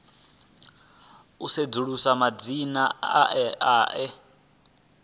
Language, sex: Venda, male